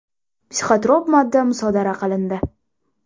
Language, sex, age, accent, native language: Uzbek, female, 12-17, Xorazm, Uzbek